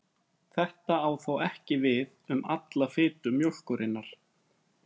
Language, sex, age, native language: Icelandic, male, 30-39, Icelandic